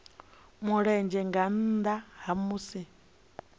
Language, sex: Venda, female